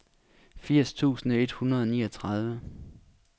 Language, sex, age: Danish, male, 26